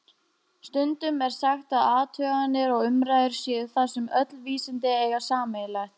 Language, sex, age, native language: Icelandic, female, 18-19, Icelandic